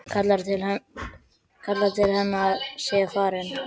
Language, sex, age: Icelandic, male, 12